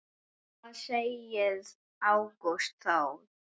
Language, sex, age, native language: Icelandic, male, 8, Icelandic